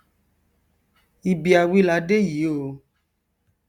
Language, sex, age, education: Yoruba, male, 30-45, tertiary